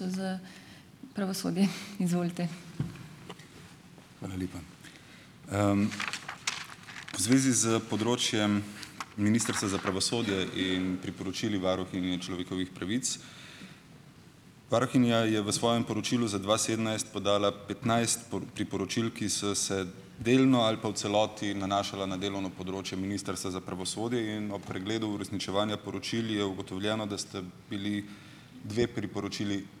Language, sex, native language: Slovenian, male, Slovenian